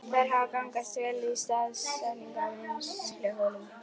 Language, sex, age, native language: Icelandic, female, 11, Icelandic